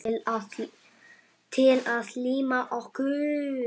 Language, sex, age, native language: Icelandic, male, 7, Icelandic